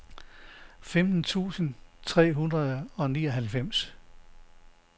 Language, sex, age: Danish, male, 69